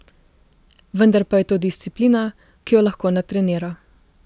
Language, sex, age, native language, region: Slovenian, female, 18-29, Slovenian, Gorica region